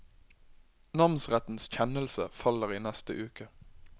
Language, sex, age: Norwegian, male, 21